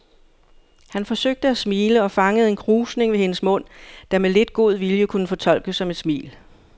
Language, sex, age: Danish, female, 59